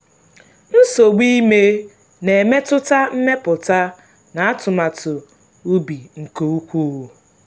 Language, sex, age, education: Igbo, female, 15-29, tertiary